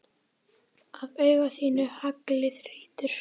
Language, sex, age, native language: Icelandic, female, 10, Icelandic